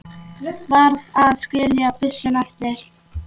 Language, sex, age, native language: Icelandic, male, 8, Icelandic